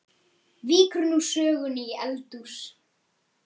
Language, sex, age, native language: Icelandic, male, 8, Icelandic